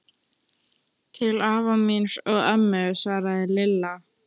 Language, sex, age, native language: Icelandic, female, 13, Icelandic